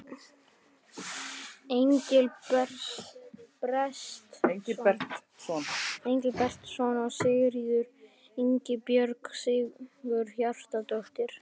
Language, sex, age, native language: Icelandic, other, 60-69, Icelandic